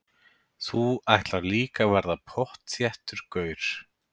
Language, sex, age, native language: Icelandic, male, 30-39, Icelandic